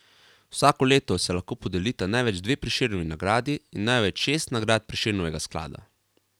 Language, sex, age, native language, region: Slovenian, male, 18-29, Slovenian, Carinthia region